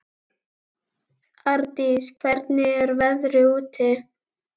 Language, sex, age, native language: Icelandic, female, 11, Icelandic